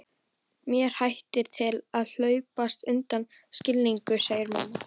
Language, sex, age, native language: Icelandic, female, 12, Icelandic